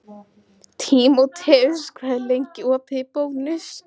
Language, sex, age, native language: Icelandic, male, 14, Icelandic